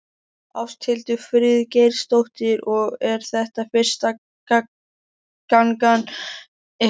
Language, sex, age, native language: Icelandic, male, 13, Icelandic